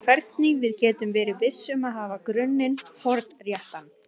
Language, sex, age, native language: Icelandic, female, 18-19, Icelandic